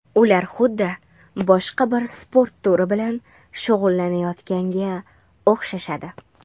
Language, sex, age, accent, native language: Uzbek, female, under 19, Andijon, Uzbek